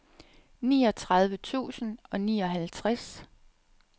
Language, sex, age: Danish, female, 37